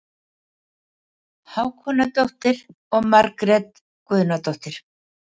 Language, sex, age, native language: Icelandic, female, 70-79, Icelandic